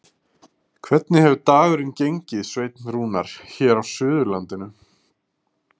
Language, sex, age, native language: Icelandic, male, 30-39, Icelandic